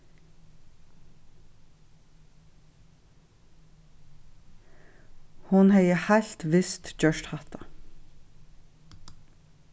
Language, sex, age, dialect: Faroese, female, 36-60, Suðurstreymoy